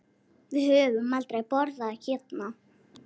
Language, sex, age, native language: Icelandic, female, 8, Icelandic